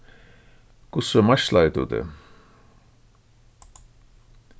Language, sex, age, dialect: Faroese, male, 36-60, Suðurstreymoy